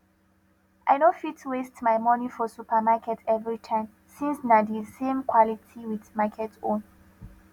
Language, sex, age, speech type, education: Nigerian Pidgin, female, 15-29, spontaneous, tertiary